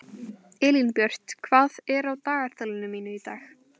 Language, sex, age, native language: Icelandic, female, 18-19, Icelandic